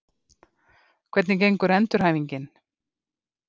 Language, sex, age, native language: Icelandic, female, 50-59, Icelandic